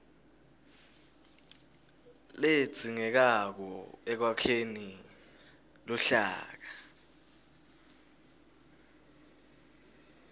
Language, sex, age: Swati, male, 20